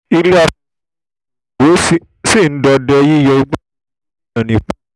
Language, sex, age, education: Yoruba, male, 15-29, tertiary